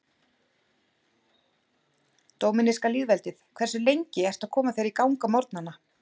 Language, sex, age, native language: Icelandic, female, 40-49, Icelandic